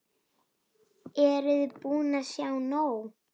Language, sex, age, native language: Icelandic, female, 9, Icelandic